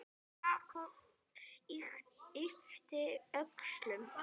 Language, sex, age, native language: Icelandic, female, 8, Icelandic